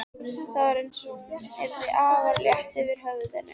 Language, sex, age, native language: Icelandic, female, 13, Icelandic